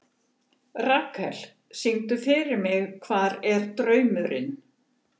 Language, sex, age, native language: Icelandic, female, 70-79, Icelandic